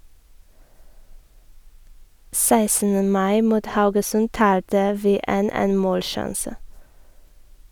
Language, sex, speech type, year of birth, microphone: Norwegian, female, read, 1987, Sennheiser